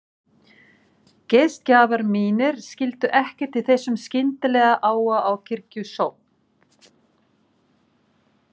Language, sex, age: Icelandic, female, 40-49